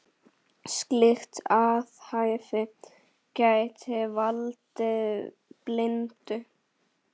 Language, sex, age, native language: Icelandic, female, 10, Icelandic